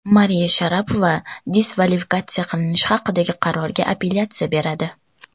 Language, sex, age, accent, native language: Uzbek, female, 19-29, Toshkent viloyati, Uzbek